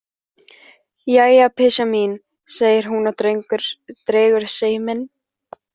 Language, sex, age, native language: Icelandic, female, 15, Icelandic